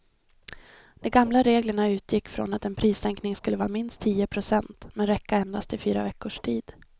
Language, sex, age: Swedish, female, 26